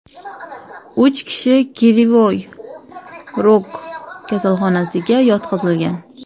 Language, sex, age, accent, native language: Uzbek, female, 18-24, Samarqand, Uzbek